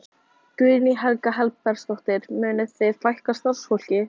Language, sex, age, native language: Icelandic, female, 18-19, Icelandic